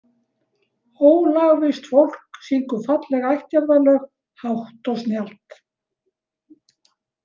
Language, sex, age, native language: Icelandic, female, 70-79, Icelandic